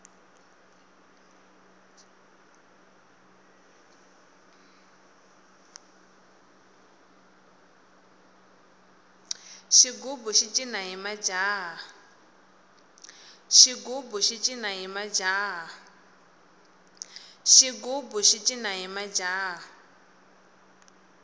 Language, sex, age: Tsonga, female, 18